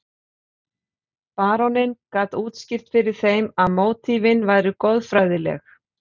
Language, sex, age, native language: Icelandic, female, 40-49, Icelandic